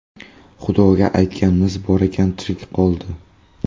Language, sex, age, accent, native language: Uzbek, male, 18-24, Buxoro, Uzbek